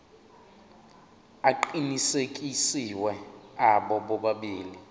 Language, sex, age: Zulu, male, 23